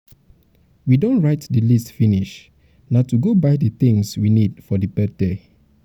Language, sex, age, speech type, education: Nigerian Pidgin, male, 30-45, spontaneous, tertiary